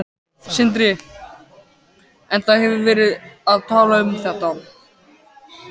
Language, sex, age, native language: Icelandic, male, 14, Icelandic